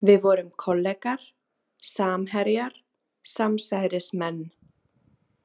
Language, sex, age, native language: Icelandic, female, 30-39, Icelandic